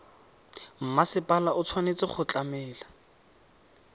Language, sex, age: Tswana, male, 18